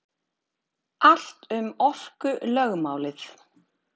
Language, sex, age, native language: Icelandic, female, 30-39, Icelandic